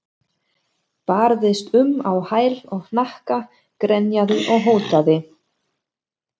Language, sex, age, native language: Icelandic, female, 40-49, German